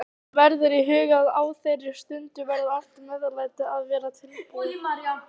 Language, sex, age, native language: Icelandic, female, 18-19, Icelandic